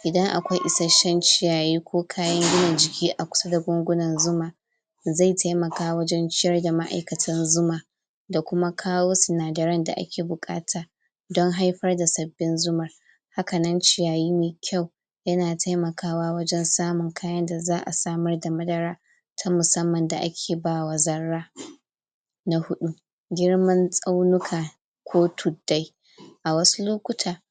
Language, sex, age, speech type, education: Hausa, female, 46-60, spontaneous, tertiary